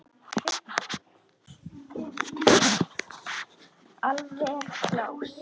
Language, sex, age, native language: Icelandic, female, 10, Icelandic